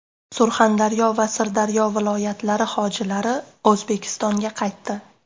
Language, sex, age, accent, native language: Uzbek, female, 18-24, Namangan, Uzbek